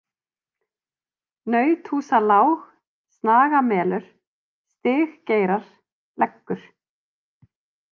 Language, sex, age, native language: Icelandic, female, 30-39, Icelandic